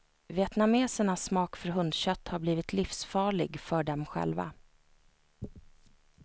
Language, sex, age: Swedish, female, 29